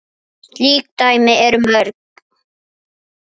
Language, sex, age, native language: Icelandic, female, 8, Icelandic